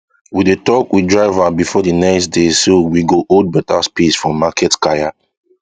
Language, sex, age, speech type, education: Nigerian Pidgin, male, 15-29, spontaneous, tertiary